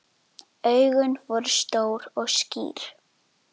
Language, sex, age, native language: Icelandic, female, 10, Icelandic